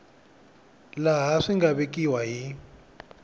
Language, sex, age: Tsonga, male, 21